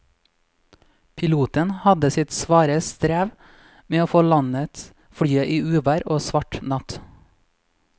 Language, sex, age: Norwegian, male, 26